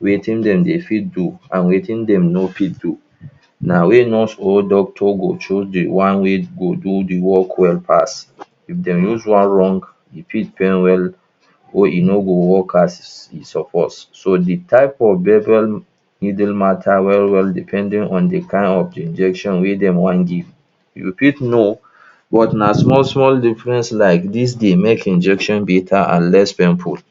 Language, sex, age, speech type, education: Nigerian Pidgin, male, 30-45, spontaneous, tertiary